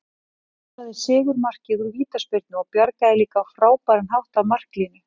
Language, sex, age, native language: Icelandic, female, 40-49, Icelandic